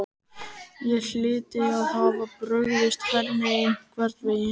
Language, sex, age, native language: Icelandic, male, 13, Icelandic